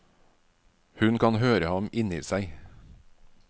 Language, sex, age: Norwegian, male, 49